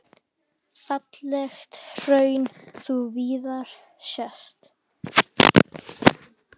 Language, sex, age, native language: Icelandic, female, 10, Icelandic